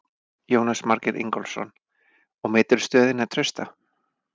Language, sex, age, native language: Icelandic, male, 40-49, Icelandic